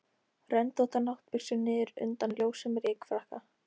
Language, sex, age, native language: Icelandic, female, 13, Icelandic